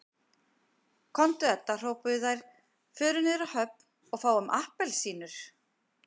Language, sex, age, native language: Icelandic, female, 50-59, Icelandic